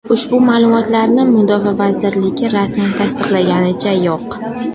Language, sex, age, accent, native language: Uzbek, female, under 19, Qashqadaryo, Uzbek